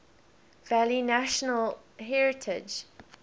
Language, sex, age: English, female, 20